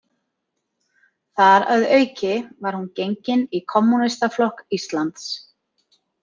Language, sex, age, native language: Icelandic, female, 30-39, Icelandic